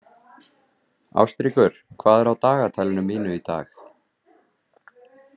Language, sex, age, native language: Icelandic, male, 30-39, Icelandic